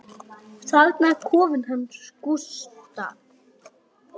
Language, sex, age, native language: Icelandic, male, 8, Icelandic